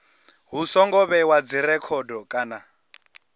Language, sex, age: Venda, male, 20